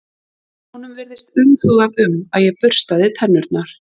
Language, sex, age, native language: Icelandic, female, 30-39, Icelandic